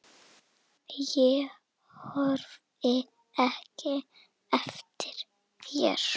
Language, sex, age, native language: Icelandic, female, 7, Icelandic